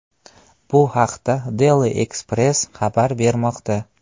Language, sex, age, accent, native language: Uzbek, male, 18-24, Qashqadaryo, Uzbek